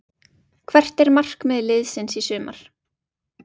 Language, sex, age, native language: Icelandic, female, 20-29, Icelandic